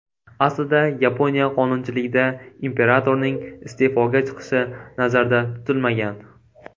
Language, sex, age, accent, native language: Uzbek, male, 18-24, Toshkent viloyati, Uzbek